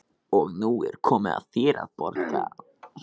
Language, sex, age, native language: Icelandic, male, 14, Icelandic